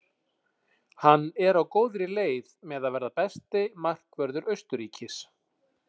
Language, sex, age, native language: Icelandic, male, 40-49, Icelandic